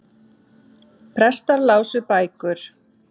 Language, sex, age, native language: Icelandic, female, 7, Icelandic